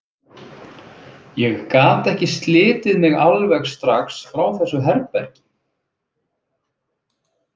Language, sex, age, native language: Icelandic, male, 30-39, Icelandic